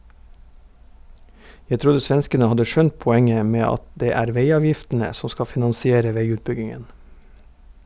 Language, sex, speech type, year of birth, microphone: Norwegian, male, read, 1971, Sennheiser